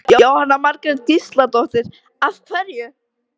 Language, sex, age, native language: Icelandic, female, 13, Icelandic